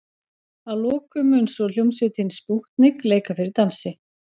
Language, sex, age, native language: Icelandic, female, 40-49, Icelandic